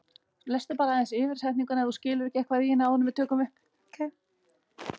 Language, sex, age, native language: Icelandic, male, 11, Icelandic